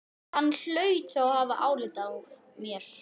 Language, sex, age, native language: Icelandic, female, 11, Icelandic